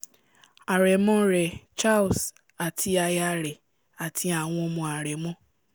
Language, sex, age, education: Yoruba, female, 15-29, tertiary